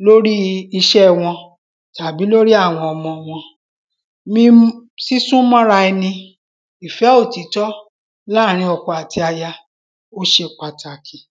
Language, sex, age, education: Yoruba, female, 46-60, primary